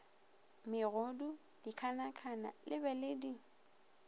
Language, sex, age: Northern Sotho, female, 23